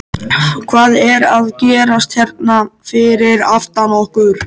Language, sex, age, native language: Icelandic, male, 13, Icelandic